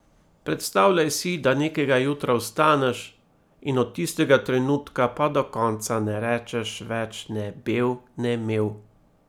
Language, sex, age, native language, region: Slovenian, male, 30-49, Slovenian, Primorsko-notranjska region